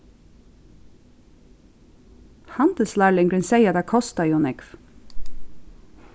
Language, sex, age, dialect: Faroese, female, 36-60, Suðurstreymoy